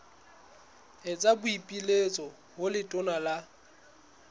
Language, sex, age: Southern Sotho, male, 21